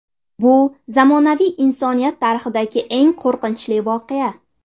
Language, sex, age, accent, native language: Uzbek, female, 18-24, Navoiy, Uzbek